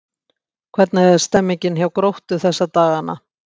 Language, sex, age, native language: Icelandic, female, 60-69, Icelandic